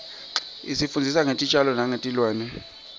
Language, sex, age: Swati, male, 23